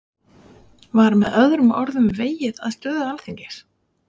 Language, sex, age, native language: Icelandic, female, 40-49, Icelandic